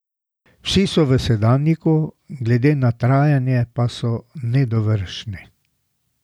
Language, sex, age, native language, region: Slovenian, male, 60+, Slovenian, Drava region